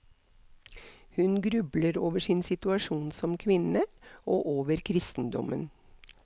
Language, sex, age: Norwegian, female, 63